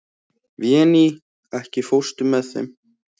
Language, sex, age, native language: Icelandic, male, 18-19, Icelandic